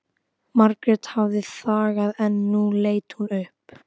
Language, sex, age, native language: Icelandic, female, 12, Icelandic